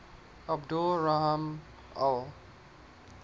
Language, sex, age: English, male, 19